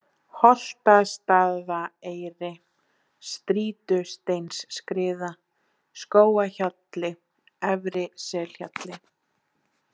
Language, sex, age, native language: Icelandic, female, 20-29, Icelandic